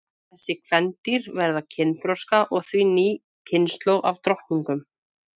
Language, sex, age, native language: Icelandic, female, 20-29, Icelandic